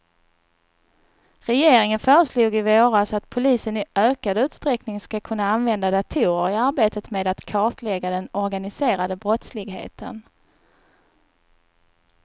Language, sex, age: Swedish, female, 39